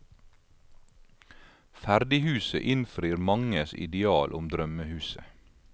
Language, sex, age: Norwegian, male, 52